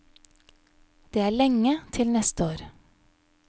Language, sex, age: Norwegian, female, 31